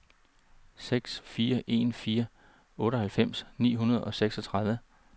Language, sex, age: Danish, male, 39